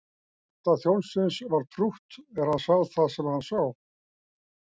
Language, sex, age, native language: Icelandic, male, 60-69, Icelandic